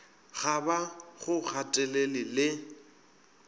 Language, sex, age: Northern Sotho, male, 24